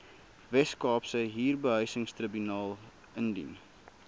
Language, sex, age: Afrikaans, male, 19